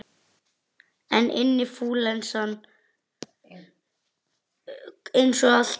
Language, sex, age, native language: Icelandic, male, 11, Icelandic